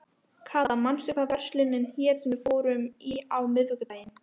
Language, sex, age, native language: Icelandic, female, 12, Icelandic